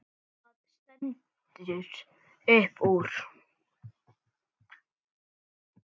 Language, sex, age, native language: Icelandic, male, 7, Icelandic